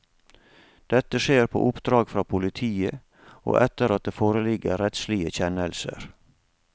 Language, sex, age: Norwegian, male, 47